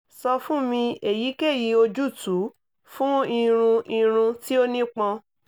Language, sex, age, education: Yoruba, female, 30-45, tertiary